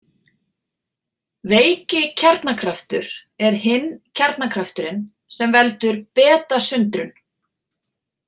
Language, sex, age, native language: Icelandic, female, 40-49, Icelandic